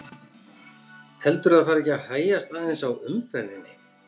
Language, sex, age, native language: Icelandic, male, 50-59, Icelandic